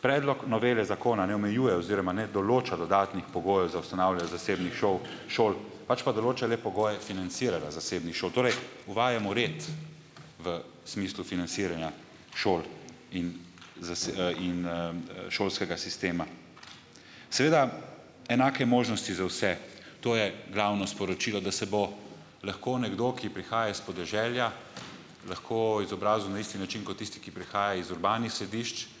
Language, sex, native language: Slovenian, male, Slovenian